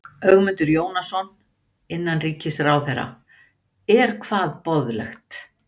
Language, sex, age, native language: Icelandic, female, 60-69, Icelandic